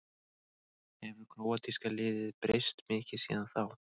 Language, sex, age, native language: Icelandic, male, 30-39, Icelandic